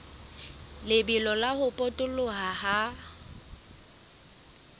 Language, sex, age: Southern Sotho, female, 24